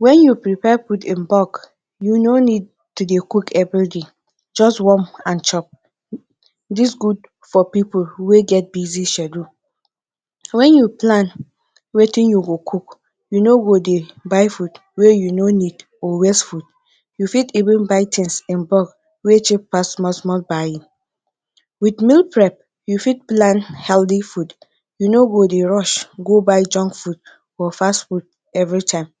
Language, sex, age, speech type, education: Nigerian Pidgin, female, 15-29, spontaneous, tertiary